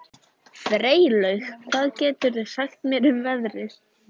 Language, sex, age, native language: Icelandic, female, 14, Icelandic